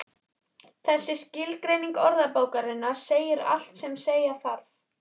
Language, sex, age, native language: Icelandic, female, 11, Icelandic